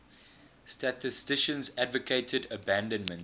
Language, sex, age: English, male, 20